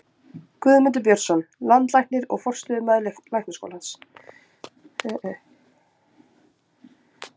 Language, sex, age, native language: Icelandic, female, 20-29, Icelandic